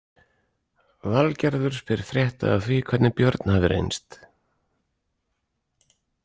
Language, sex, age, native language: Icelandic, male, 40-49, Icelandic